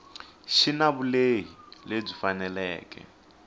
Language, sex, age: Tsonga, male, 18